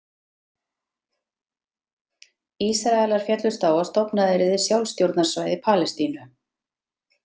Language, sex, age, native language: Icelandic, female, 30-39, Icelandic